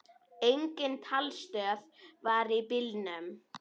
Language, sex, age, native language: Icelandic, female, 10, Icelandic